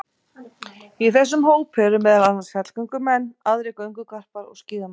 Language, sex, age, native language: Icelandic, female, 40-49, Icelandic